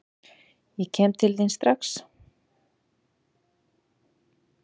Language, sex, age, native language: Icelandic, female, 40-49, Icelandic